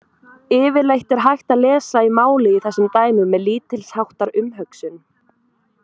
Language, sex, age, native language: Icelandic, female, 20-29, Icelandic